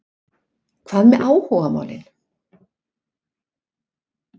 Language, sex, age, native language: Icelandic, female, 60-69, Icelandic